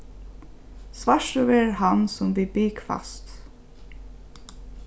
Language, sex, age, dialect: Faroese, female, 15-35, Norðurstreymoy/Eysturoy